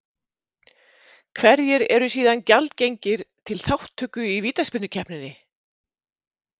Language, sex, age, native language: Icelandic, female, 50-59, Icelandic